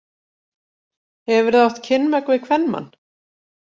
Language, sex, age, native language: Icelandic, female, 40-49, Icelandic